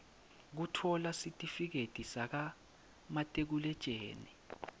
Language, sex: Swati, male